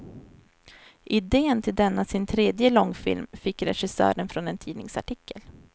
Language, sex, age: Swedish, female, 23